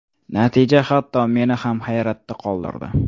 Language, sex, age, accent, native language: Uzbek, male, 18-24, Toshkent shahri, Uzbek